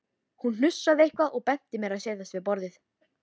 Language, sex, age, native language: Icelandic, female, 13, Icelandic